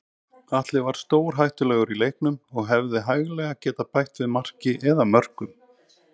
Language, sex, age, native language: Icelandic, male, 30-39, Icelandic